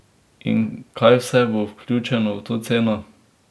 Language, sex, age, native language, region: Slovenian, male, 18-29, Slovenian, Drava region